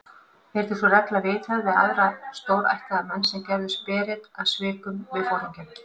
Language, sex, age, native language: Icelandic, female, 50-59, Icelandic